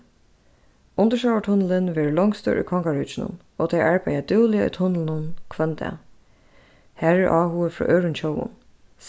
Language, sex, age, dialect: Faroese, female, 15-35, Suðurstreymoy